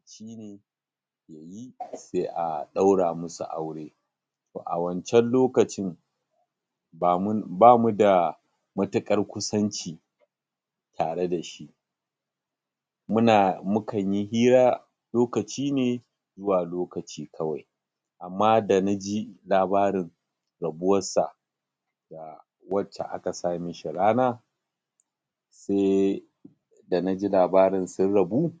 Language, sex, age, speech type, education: Hausa, male, 30-45, spontaneous, tertiary